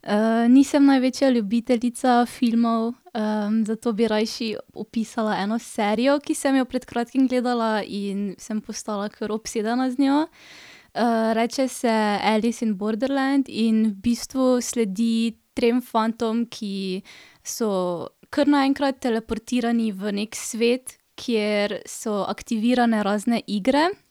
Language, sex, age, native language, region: Slovenian, female, 18-29, Slovenian, Drava region